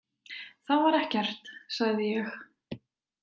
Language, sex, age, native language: Icelandic, female, 20-29, Icelandic